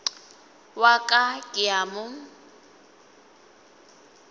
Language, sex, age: Northern Sotho, female, 20